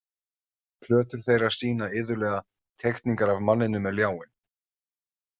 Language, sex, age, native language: Icelandic, male, 30-39, Icelandic